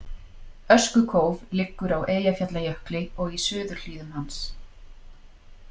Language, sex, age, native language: Icelandic, female, 40-49, Icelandic